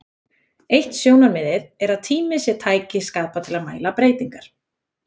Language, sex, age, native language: Icelandic, female, 20-29, Icelandic